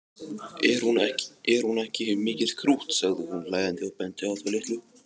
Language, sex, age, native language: Icelandic, male, 20-29, Icelandic